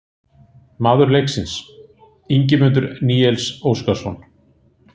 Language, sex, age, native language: Icelandic, male, 40-49, Icelandic